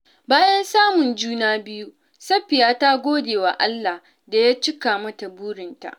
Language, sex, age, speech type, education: Hausa, female, 15-29, spontaneous, tertiary